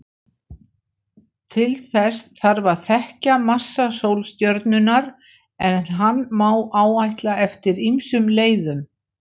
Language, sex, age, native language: Icelandic, female, 60-69, Icelandic